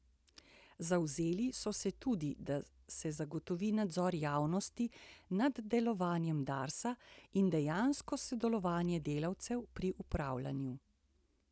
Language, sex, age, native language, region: Slovenian, female, 60+, Slovenian, Central Slovenia